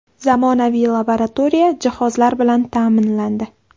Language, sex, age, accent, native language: Uzbek, female, 18-24, Andijon, Uzbek